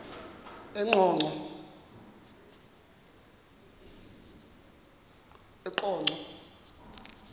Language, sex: Xhosa, male